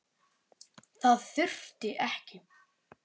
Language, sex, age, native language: Icelandic, male, 9, Icelandic